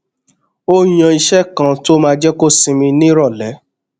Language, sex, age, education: Yoruba, male, 30-45, tertiary